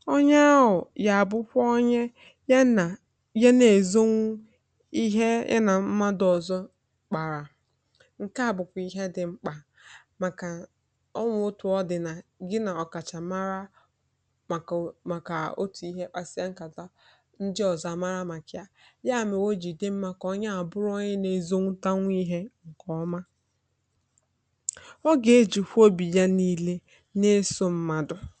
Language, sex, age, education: Igbo, female, 15-29, tertiary